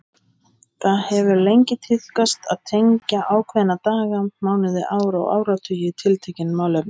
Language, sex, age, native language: Icelandic, male, 20-29, Icelandic